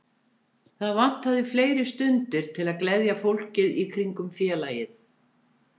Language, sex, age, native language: Icelandic, female, 70-79, Icelandic